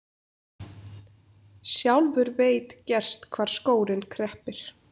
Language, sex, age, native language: Icelandic, female, 30-39, Icelandic